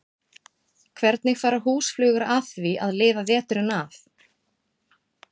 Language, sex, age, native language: Icelandic, female, 40-49, Icelandic